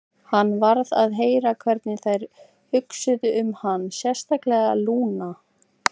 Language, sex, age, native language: Icelandic, female, 18-19, Icelandic